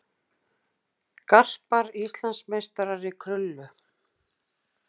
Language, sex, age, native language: Icelandic, female, 60-69, Icelandic